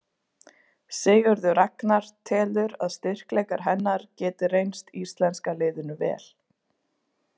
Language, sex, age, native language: Icelandic, female, 20-29, Icelandic